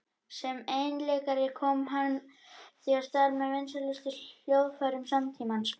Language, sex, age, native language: Icelandic, male, 21, Icelandic